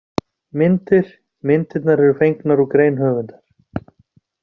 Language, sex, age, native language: Icelandic, male, 40-49, Icelandic